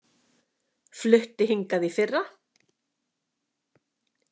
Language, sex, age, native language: Icelandic, female, 50-59, Icelandic